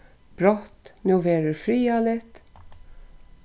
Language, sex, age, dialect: Faroese, female, 36-60, Suðurstreymoy